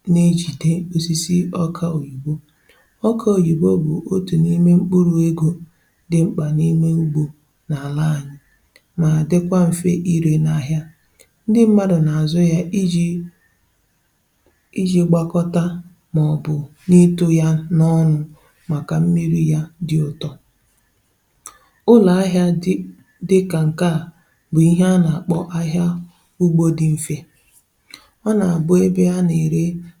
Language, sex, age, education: Igbo, female, 15-29, tertiary